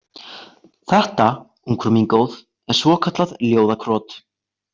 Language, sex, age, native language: Icelandic, male, 18-19, Icelandic